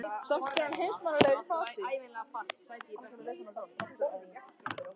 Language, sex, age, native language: Icelandic, male, 13, Icelandic